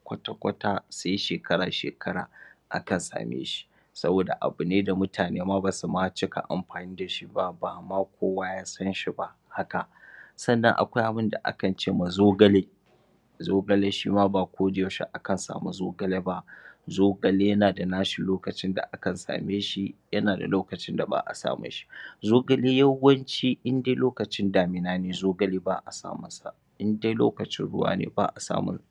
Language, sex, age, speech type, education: Hausa, male, 30-45, spontaneous, tertiary